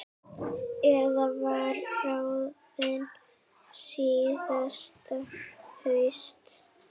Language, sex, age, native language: Icelandic, female, 9, Icelandic